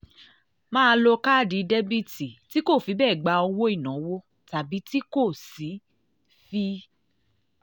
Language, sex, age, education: Yoruba, female, 30-45, tertiary